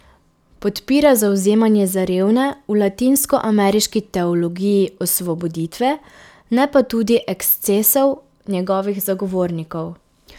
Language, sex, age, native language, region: Slovenian, female, 18-29, Slovenian, Pomurje region